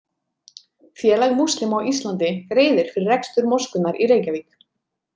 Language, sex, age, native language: Icelandic, female, 30-39, Icelandic